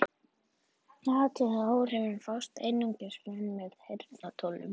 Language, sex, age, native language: Icelandic, male, 40-49, Icelandic